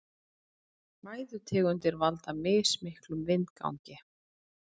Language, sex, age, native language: Icelandic, female, 30-39, Icelandic